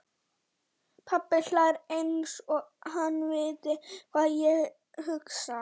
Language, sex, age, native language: Icelandic, female, 11, Icelandic